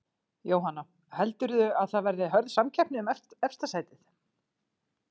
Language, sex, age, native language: Icelandic, female, 40-49, Icelandic